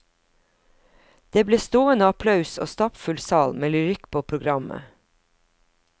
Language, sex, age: Norwegian, female, 50